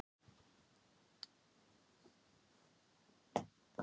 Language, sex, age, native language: Icelandic, female, 18-19, Thai